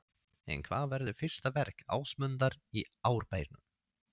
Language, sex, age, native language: Icelandic, male, 30-39, Swedish